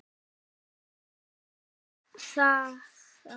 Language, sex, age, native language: Icelandic, female, 9, Icelandic